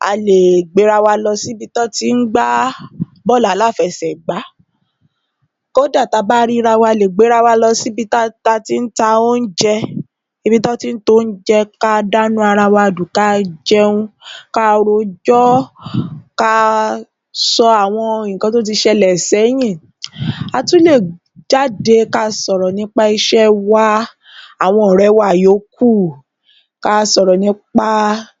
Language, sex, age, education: Yoruba, female, 30-45, tertiary